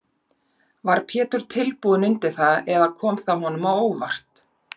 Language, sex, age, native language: Icelandic, female, 40-49, Icelandic